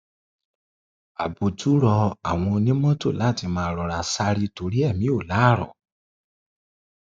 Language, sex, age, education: Yoruba, male, 30-45, tertiary